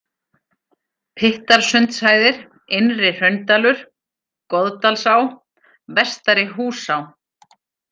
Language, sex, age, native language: Icelandic, female, 40-49, Icelandic